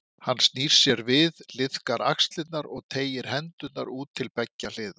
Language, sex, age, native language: Icelandic, male, 50-59, Icelandic